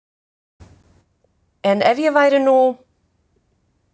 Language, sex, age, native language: Icelandic, female, 50-59, Icelandic